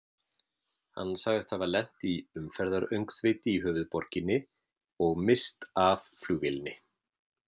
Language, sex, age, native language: Icelandic, male, 50-59, Icelandic